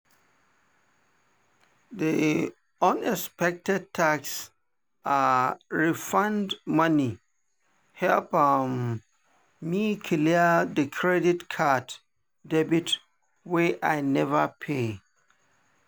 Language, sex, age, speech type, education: Nigerian Pidgin, male, 30-45, spontaneous, tertiary